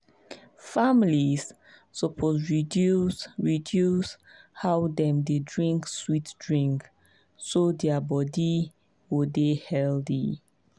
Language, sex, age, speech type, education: Nigerian Pidgin, female, 15-29, spontaneous, tertiary